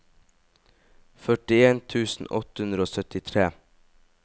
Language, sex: Norwegian, male